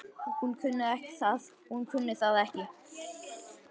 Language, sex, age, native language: Icelandic, male, 10, Icelandic